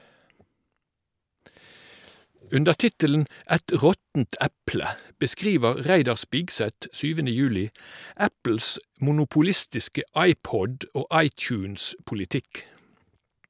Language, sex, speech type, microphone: Norwegian, male, read, Shure